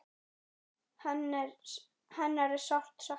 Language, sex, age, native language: Icelandic, male, 9, Icelandic